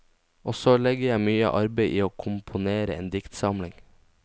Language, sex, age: Norwegian, male, 19